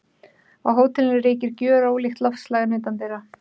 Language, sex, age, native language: Icelandic, female, 30-39, Icelandic